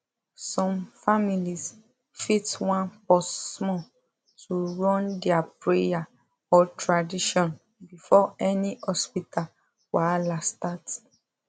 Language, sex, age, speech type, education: Nigerian Pidgin, female, 15-29, spontaneous, tertiary